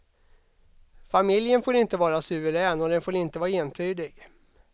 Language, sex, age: Swedish, male, 32